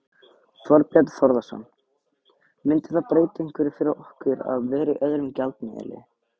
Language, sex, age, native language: Icelandic, male, 18-19, Icelandic